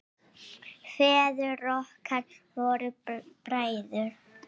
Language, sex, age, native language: Icelandic, female, 7, Icelandic